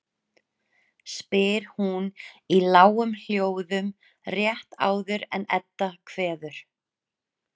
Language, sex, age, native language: Icelandic, female, 30-39, Icelandic